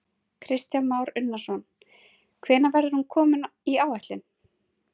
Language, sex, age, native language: Icelandic, female, 30-39, Icelandic